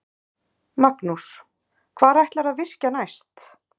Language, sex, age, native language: Icelandic, female, 30-39, Icelandic